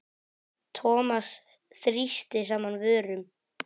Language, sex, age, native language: Icelandic, male, 10, Icelandic